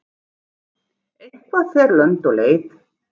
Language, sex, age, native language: Icelandic, female, 40-49, Icelandic